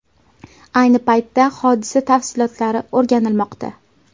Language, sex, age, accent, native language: Uzbek, female, 18-24, Toshkent viloyati, Uzbek